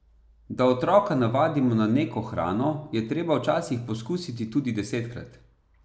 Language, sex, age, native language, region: Slovenian, male, 30-49, Slovenian, Savinja region